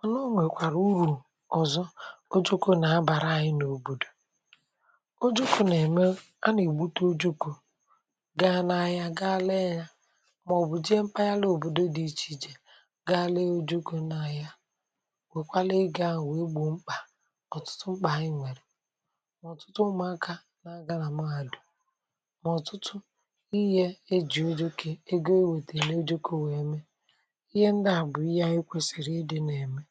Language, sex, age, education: Igbo, female, 46-60, tertiary